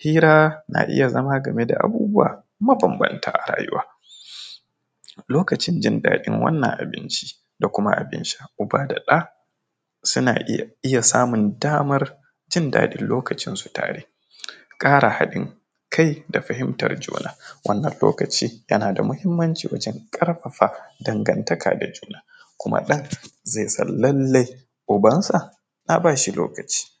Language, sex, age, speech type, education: Hausa, male, 15-29, spontaneous, tertiary